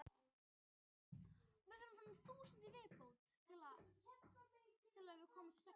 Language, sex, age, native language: Icelandic, male, 18-19, Icelandic